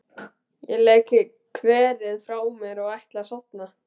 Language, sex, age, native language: Icelandic, male, 12, Icelandic